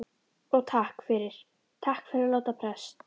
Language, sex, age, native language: Icelandic, female, 12, Icelandic